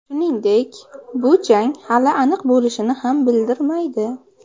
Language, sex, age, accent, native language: Uzbek, female, under 19, Namangan, Uzbek